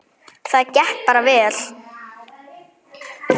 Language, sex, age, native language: Icelandic, female, 9, Icelandic